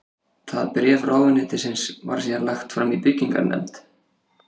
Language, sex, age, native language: Icelandic, male, 30-39, Icelandic